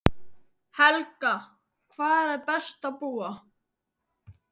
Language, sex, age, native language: Icelandic, male, 12, Icelandic